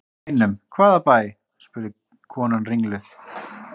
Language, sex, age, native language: Icelandic, female, 30-39, Icelandic